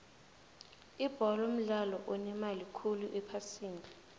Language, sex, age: South Ndebele, female, 18